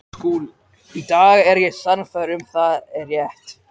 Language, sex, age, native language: Icelandic, male, 13, Icelandic